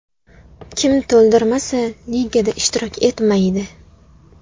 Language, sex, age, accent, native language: Uzbek, female, 19-29, Toshkent viloyati, Uzbek